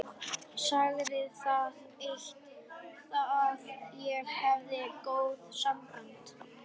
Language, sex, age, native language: Icelandic, male, 11, Icelandic